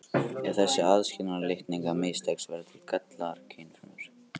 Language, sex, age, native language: Icelandic, male, 18-19, Icelandic